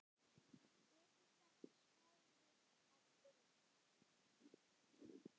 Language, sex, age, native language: Icelandic, male, 10, Icelandic